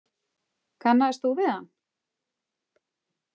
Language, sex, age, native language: Icelandic, female, 40-49, Icelandic